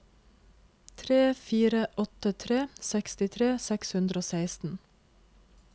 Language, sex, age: Norwegian, female, 26